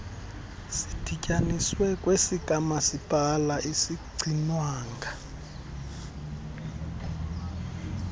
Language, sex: Xhosa, male